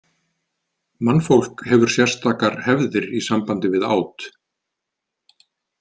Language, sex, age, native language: Icelandic, male, 50-59, Icelandic